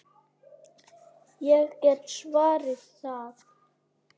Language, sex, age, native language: Icelandic, male, 8, Icelandic